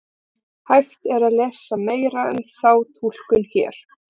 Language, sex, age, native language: Icelandic, other, 18-19, Icelandic